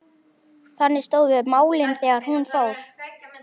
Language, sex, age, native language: Icelandic, male, 11, Icelandic